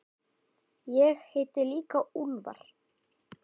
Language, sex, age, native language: Icelandic, female, 10, Icelandic